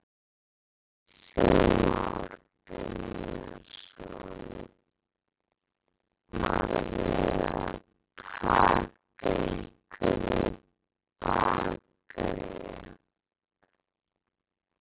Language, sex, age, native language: Icelandic, female, 11, Icelandic